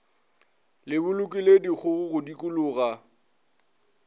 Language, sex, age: Northern Sotho, male, 22